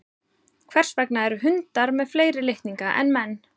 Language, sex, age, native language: Icelandic, female, 30-39, Icelandic